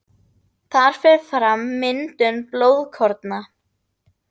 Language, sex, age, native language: Icelandic, female, 40-49, Icelandic